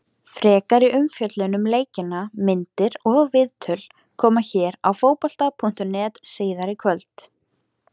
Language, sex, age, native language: Icelandic, female, 18-19, Icelandic